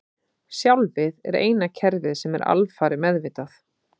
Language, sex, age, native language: Icelandic, female, 30-39, Icelandic